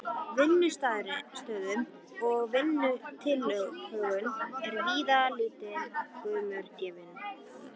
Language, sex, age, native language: Icelandic, female, 13, Icelandic